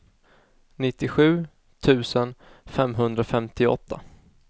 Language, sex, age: Swedish, male, 19